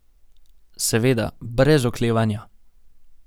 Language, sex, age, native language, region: Slovenian, male, 18-29, Slovenian, Gorenjska region